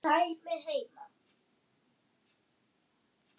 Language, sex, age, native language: Icelandic, female, 8, German